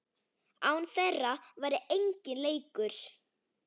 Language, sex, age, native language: Icelandic, female, 9, Icelandic